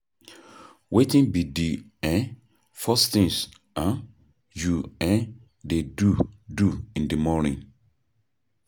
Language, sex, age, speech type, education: Nigerian Pidgin, male, 30-45, spontaneous, tertiary